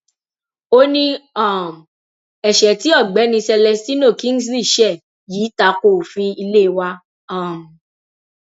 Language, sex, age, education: Yoruba, female, 15-29, tertiary